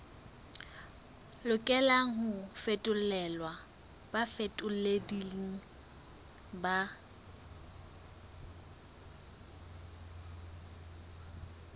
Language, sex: Southern Sotho, female